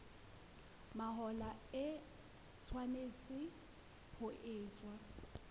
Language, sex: Southern Sotho, female